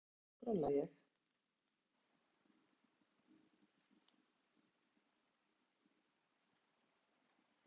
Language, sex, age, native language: Icelandic, female, 50-59, Icelandic